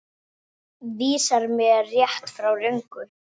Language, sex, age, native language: Icelandic, female, 8, Icelandic